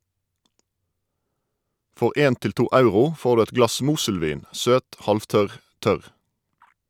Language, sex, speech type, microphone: Norwegian, male, read, Shure